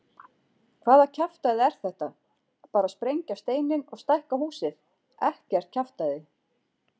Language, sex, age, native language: Icelandic, female, 40-49, Icelandic